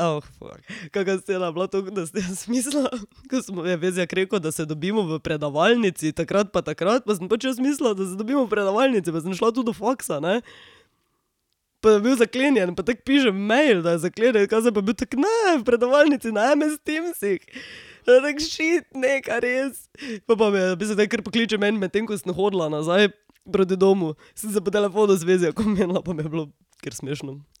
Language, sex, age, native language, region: Slovenian, female, 18-29, Slovenian, Drava region